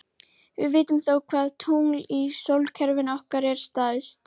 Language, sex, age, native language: Icelandic, female, 30-39, Icelandic